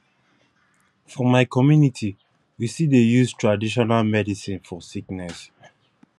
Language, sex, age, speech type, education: Nigerian Pidgin, male, 15-29, spontaneous, tertiary